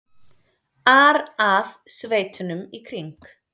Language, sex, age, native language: Icelandic, female, 30-39, Icelandic